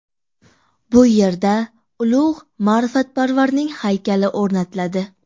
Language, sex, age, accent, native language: Uzbek, female, 18-24, Andijon, Uzbek